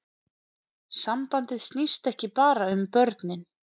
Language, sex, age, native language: Icelandic, female, 30-39, Icelandic